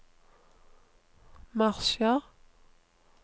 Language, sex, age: Norwegian, female, 39